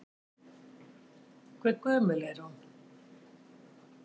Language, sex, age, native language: Icelandic, female, 60-69, Icelandic